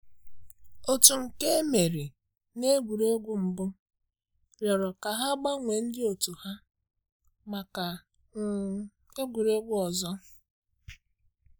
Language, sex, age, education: Igbo, female, 30-45, tertiary